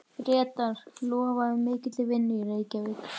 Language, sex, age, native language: Icelandic, female, 12, Icelandic